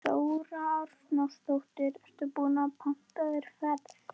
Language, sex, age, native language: Icelandic, female, 11, Icelandic